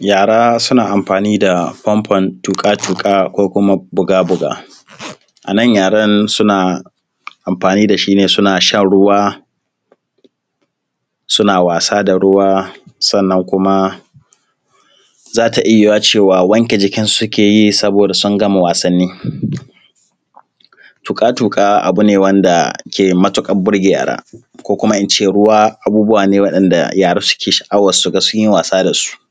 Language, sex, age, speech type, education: Hausa, male, 15-29, spontaneous, primary